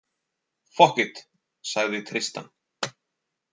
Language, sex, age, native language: Icelandic, male, 40-49, Icelandic